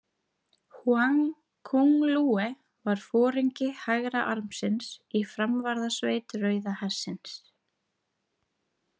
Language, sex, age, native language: Icelandic, female, 30-39, Icelandic